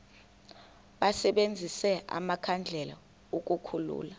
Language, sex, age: Xhosa, female, 21